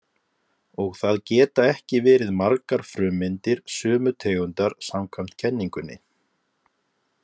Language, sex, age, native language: Icelandic, male, 30-39, Icelandic